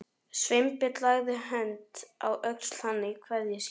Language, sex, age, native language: Icelandic, male, 11, Icelandic